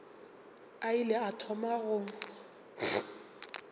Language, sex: Northern Sotho, female